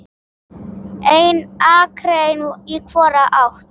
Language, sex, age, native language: Icelandic, female, 8, Icelandic